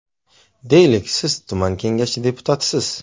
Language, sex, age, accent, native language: Uzbek, male, 25-34, Toshkent shahri, Uzbek